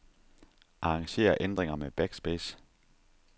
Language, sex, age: Danish, male, 30